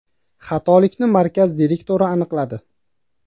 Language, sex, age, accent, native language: Uzbek, male, 19-29, Qashqadaryo, Uzbek